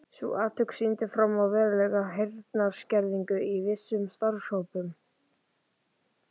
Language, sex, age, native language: Icelandic, male, 11, Icelandic